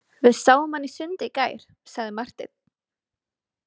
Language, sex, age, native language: Icelandic, female, 20-29, Icelandic